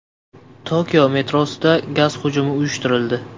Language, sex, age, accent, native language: Uzbek, male, 18-24, Qashqadaryo, Uzbek